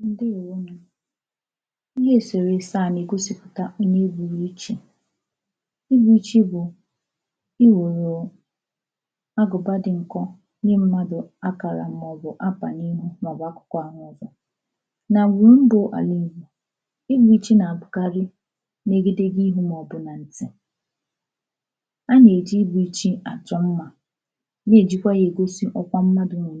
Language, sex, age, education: Igbo, female, 15-29, tertiary